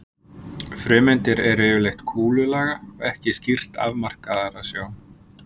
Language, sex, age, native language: Icelandic, male, 50-59, Icelandic